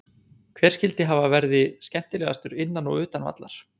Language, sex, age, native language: Icelandic, male, 20-29, Icelandic